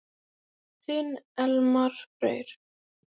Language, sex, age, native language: Icelandic, female, 10, Icelandic